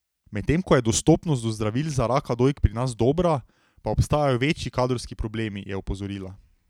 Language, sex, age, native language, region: Slovenian, male, 18-29, Slovenian, Drava region